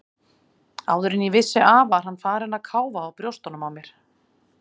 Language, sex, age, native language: Icelandic, female, 40-49, Icelandic